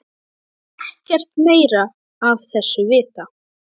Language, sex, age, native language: Icelandic, female, 12, Icelandic